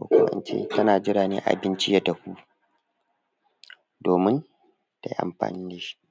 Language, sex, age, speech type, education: Hausa, male, 15-29, spontaneous, tertiary